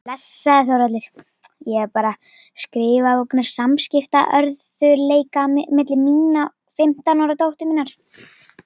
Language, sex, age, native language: Icelandic, female, 40-49, Icelandic